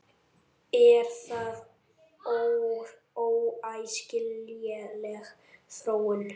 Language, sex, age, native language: Icelandic, male, 8, Icelandic